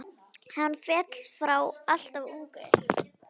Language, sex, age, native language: Icelandic, male, 9, Icelandic